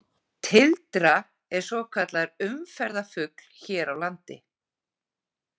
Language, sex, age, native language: Icelandic, female, 40-49, Icelandic